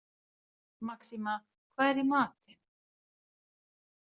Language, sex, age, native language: Icelandic, female, 40-49, Finnish